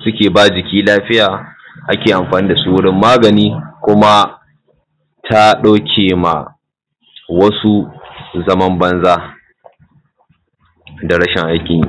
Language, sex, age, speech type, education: Hausa, male, 15-29, spontaneous, tertiary